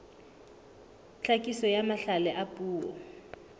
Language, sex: Southern Sotho, female